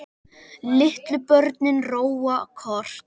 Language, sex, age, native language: Icelandic, male, 10, Icelandic